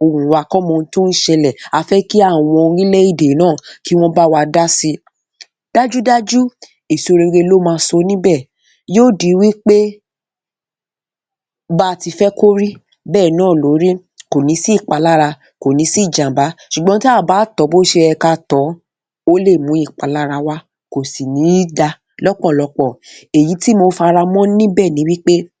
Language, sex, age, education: Yoruba, female, 30-45, tertiary